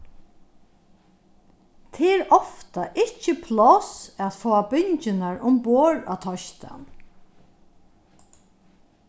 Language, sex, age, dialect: Faroese, female, 61+, Norðurstreymoy/Eysturoy